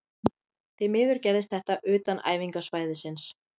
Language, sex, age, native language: Icelandic, female, 30-39, Icelandic